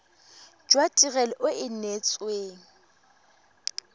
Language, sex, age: Tswana, female, 21